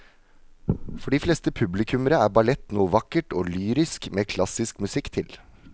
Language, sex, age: Norwegian, male, 37